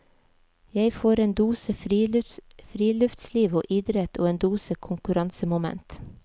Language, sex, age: Norwegian, female, 37